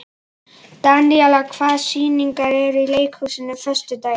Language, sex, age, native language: Icelandic, male, 11, Icelandic